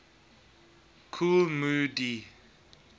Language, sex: English, male